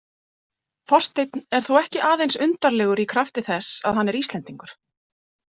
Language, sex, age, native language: Icelandic, female, 40-49, Icelandic